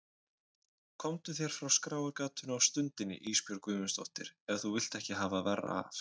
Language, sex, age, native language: Icelandic, male, 20-29, Icelandic